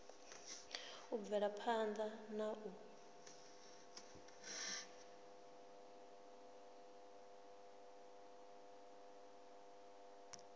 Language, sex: Venda, female